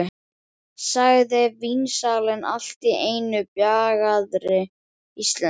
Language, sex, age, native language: Icelandic, male, 11, Icelandic